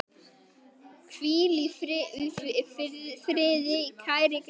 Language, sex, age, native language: Icelandic, male, 10, Icelandic